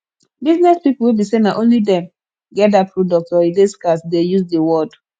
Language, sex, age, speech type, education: Nigerian Pidgin, female, 15-29, spontaneous, tertiary